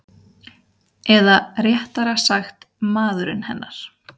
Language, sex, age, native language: Icelandic, female, 30-39, Icelandic